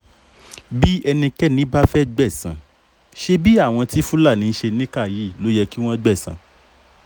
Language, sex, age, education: Yoruba, male, 30-45, tertiary